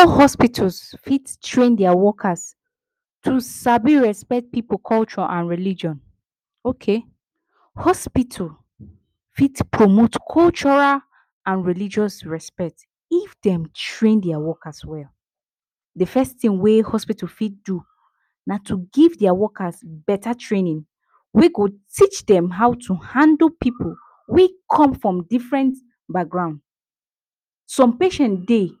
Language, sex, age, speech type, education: Nigerian Pidgin, female, 15-29, spontaneous, tertiary